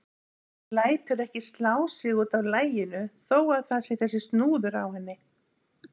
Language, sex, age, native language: Icelandic, female, 50-59, Icelandic